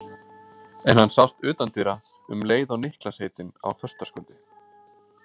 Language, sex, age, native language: Icelandic, male, 20-29, Icelandic